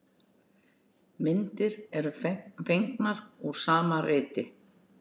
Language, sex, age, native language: Icelandic, female, 60-69, Icelandic